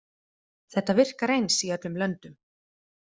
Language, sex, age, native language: Icelandic, female, 30-39, Icelandic